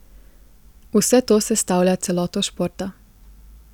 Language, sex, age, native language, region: Slovenian, female, 18-29, Slovenian, Gorica region